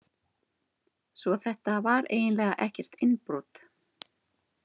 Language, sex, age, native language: Icelandic, female, 30-39, Icelandic